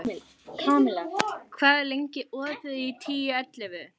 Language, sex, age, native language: Icelandic, female, 18-19, Icelandic